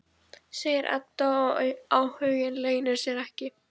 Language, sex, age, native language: Icelandic, female, 14, Icelandic